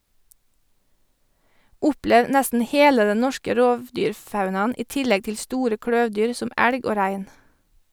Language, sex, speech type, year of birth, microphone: Norwegian, female, read, 1986, Sennheiser